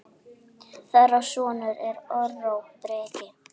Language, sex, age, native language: Icelandic, female, 8, Icelandic